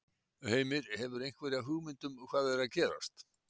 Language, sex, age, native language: Icelandic, male, 60-69, Icelandic